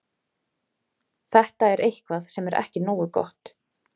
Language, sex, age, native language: Icelandic, female, 30-39, Icelandic